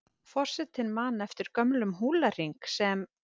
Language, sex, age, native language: Icelandic, female, 50-59, Icelandic